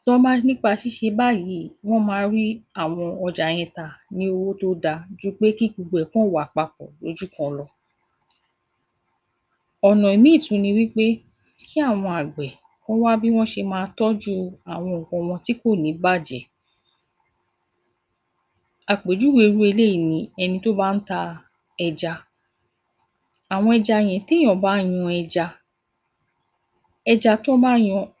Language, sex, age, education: Yoruba, female, 46-60, tertiary